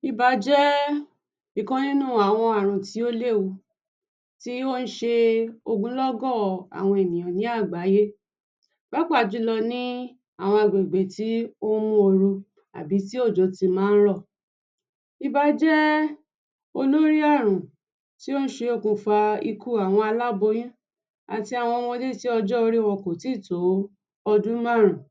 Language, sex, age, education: Yoruba, female, 30-45, tertiary